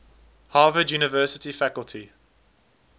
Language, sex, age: English, male, 19